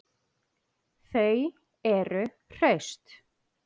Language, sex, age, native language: Icelandic, female, 8, Icelandic